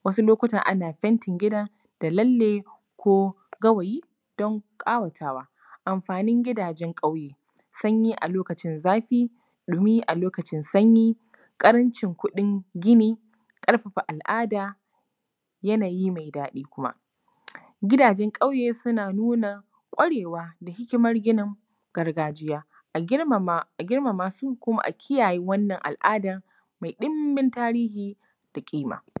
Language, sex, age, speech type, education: Hausa, female, 15-29, spontaneous, tertiary